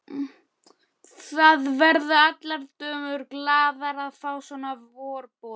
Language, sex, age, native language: Icelandic, male, 12, Icelandic